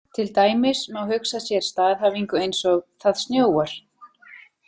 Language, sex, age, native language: Icelandic, female, 40-49, Icelandic